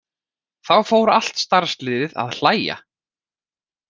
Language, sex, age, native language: Icelandic, male, 40-49, Icelandic